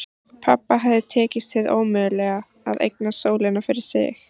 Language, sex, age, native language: Icelandic, female, 14, Icelandic